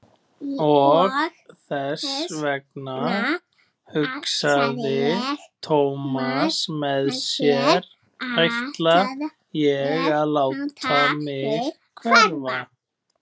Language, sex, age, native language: Icelandic, female, 20-29, Icelandic